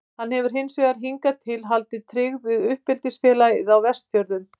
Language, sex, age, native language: Icelandic, female, 50-59, Icelandic